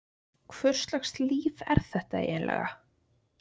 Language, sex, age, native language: Icelandic, female, 20-29, Icelandic